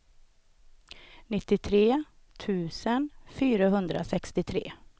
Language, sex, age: Swedish, female, 38